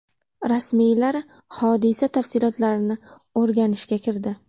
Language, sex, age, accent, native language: Uzbek, female, 18-24, Navoiy, Uzbek